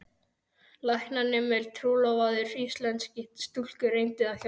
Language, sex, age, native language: Icelandic, male, 12, Icelandic